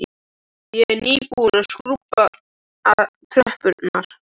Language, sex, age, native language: Icelandic, other, 13, Icelandic